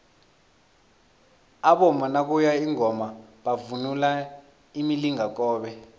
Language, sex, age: South Ndebele, male, 21